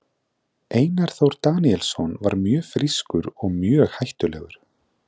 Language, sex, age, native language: Icelandic, male, 20-29, Icelandic